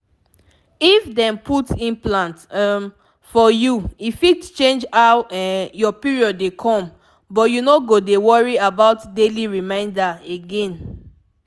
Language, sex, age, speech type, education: Nigerian Pidgin, female, 15-29, spontaneous, tertiary